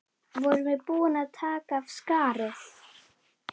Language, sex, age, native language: Icelandic, female, 11, Icelandic